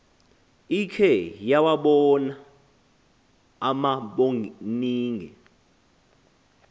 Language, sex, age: Xhosa, male, 20